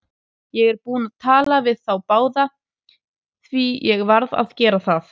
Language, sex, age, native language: Icelandic, female, 30-39, Icelandic